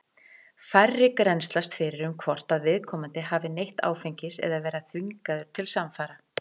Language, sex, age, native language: Icelandic, female, 40-49, Icelandic